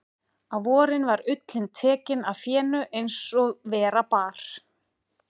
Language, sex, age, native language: Icelandic, female, 40-49, Icelandic